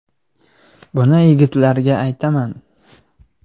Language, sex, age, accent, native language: Uzbek, male, 18-24, Sirdaryo, Uzbek